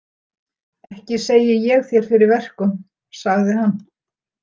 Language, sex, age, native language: Icelandic, female, 60-69, Icelandic